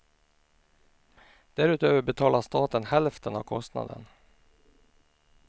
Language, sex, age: Swedish, male, 49